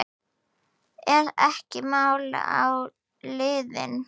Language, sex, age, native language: Icelandic, female, 9, Icelandic